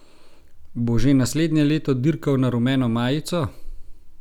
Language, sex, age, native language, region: Slovenian, male, 30-49, Slovenian, Gorenjska region